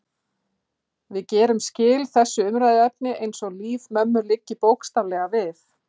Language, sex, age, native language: Icelandic, female, 40-49, Icelandic